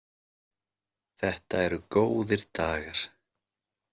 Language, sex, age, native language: Icelandic, male, 30-39, Icelandic